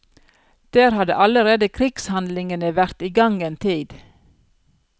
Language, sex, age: Norwegian, female, 42